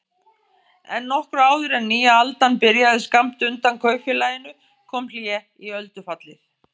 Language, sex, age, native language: Icelandic, female, 50-59, Icelandic